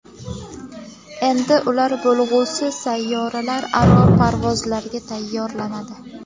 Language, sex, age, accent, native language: Uzbek, female, 18-24, Namangan, Uzbek